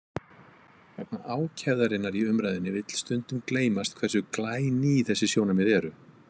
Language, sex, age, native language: Icelandic, male, 50-59, Icelandic